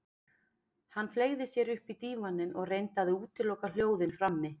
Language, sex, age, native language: Icelandic, female, 40-49, Icelandic